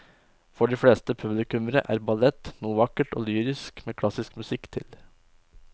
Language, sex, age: Norwegian, male, 20